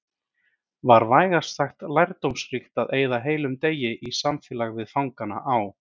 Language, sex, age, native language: Icelandic, male, 30-39, Icelandic